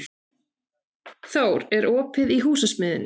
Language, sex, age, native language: Icelandic, female, 30-39, Icelandic